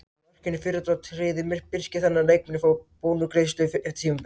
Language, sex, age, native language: Icelandic, other, 18-19, Icelandic